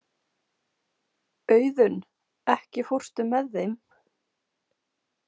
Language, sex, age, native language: Icelandic, female, 20-29, Icelandic